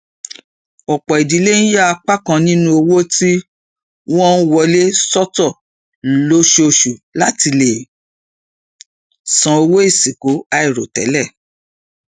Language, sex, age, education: Yoruba, female, 46-60, tertiary